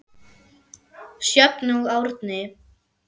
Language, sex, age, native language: Icelandic, female, 10, German